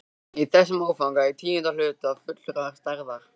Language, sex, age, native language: Icelandic, male, 13, Icelandic